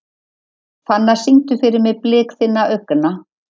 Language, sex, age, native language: Icelandic, female, 50-59, Icelandic